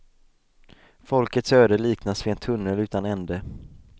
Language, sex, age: Swedish, male, 20